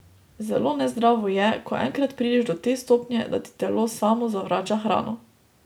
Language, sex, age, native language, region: Slovenian, female, 18-29, Slovenian, Drava region